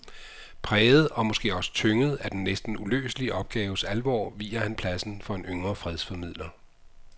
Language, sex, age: Danish, male, 55